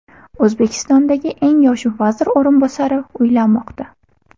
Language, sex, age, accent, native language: Uzbek, female, 18-24, Buxoro, Uzbek